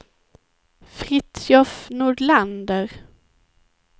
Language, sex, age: Swedish, female, 19